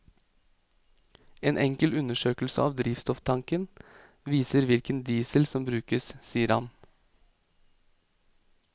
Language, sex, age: Norwegian, male, 28